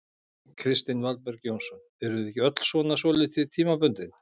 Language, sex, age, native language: Icelandic, male, 50-59, Icelandic